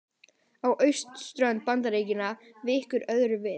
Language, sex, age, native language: Icelandic, female, 18-19, Icelandic